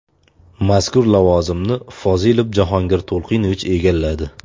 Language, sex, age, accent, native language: Uzbek, male, 25-34, Farg'ona, Uzbek